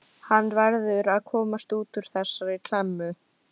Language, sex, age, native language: Icelandic, female, 12, Icelandic